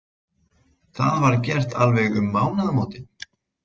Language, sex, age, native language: Icelandic, male, 20-29, Icelandic